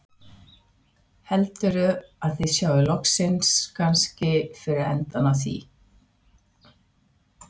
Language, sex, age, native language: Icelandic, female, 60-69, Swedish